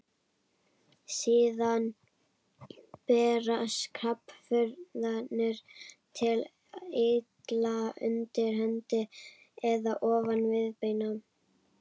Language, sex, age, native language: Icelandic, female, 11, Icelandic